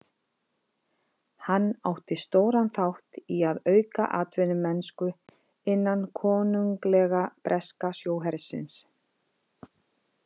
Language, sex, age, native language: Icelandic, female, 50-59, Icelandic